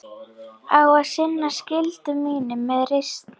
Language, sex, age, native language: Icelandic, female, 11, Icelandic